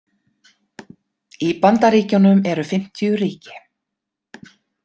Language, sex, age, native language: Icelandic, female, 50-59, Icelandic